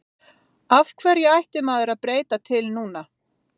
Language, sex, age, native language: Icelandic, female, 50-59, Icelandic